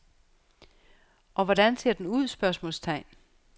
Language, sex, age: Danish, female, 49